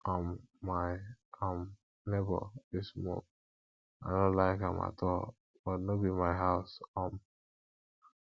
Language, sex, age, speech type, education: Nigerian Pidgin, male, 15-29, spontaneous, tertiary